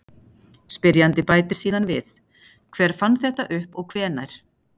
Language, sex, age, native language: Icelandic, female, 40-49, Icelandic